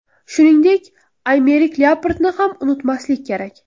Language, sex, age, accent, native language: Uzbek, female, under 19, Toshkent viloyati, Uzbek